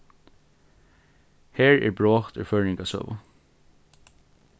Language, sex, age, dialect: Faroese, male, 15-35, Norðurstreymoy/Eysturoy